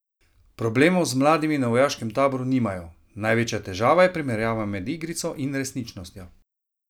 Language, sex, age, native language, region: Slovenian, male, 30-49, Slovenian, Savinja region